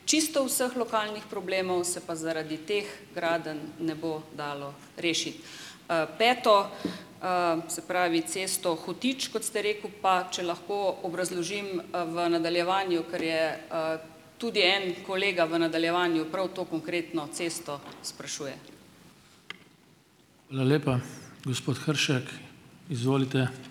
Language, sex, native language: Slovenian, female, Slovenian